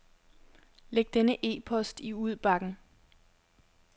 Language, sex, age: Danish, female, 21